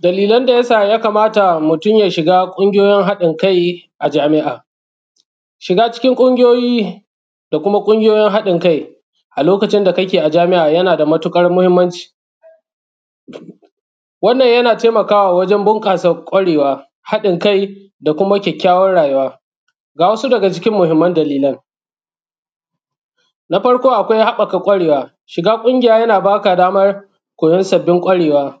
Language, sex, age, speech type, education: Hausa, male, 30-45, spontaneous, secondary